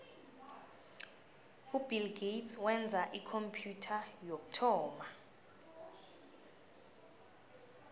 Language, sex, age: South Ndebele, female, 19